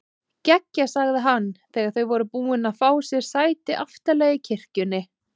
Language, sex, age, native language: Icelandic, female, 20-29, Icelandic